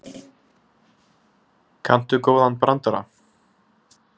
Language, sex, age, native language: Icelandic, male, 20-29, Icelandic